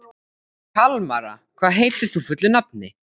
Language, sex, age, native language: Icelandic, male, 14, Icelandic